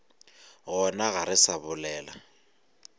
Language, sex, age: Northern Sotho, male, 23